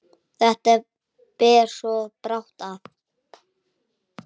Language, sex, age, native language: Icelandic, male, 10, Icelandic